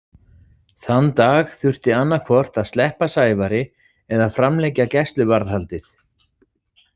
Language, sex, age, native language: Icelandic, male, 40-49, Icelandic